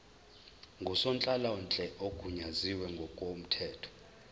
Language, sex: Zulu, male